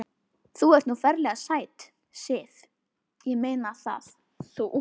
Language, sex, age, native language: Icelandic, female, 11, Icelandic